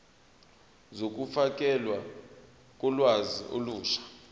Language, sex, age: Zulu, male, 22